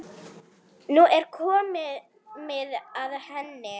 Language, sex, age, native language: Icelandic, female, 10, Arabic